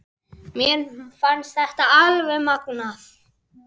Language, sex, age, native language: Icelandic, male, 10, Icelandic